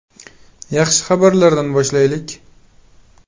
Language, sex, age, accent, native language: Uzbek, male, 18-24, Qashqadaryo, Uzbek